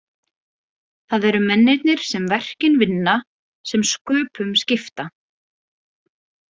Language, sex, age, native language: Icelandic, female, 20-29, Icelandic